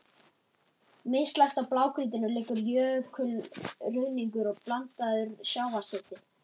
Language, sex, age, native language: Icelandic, male, 11, Icelandic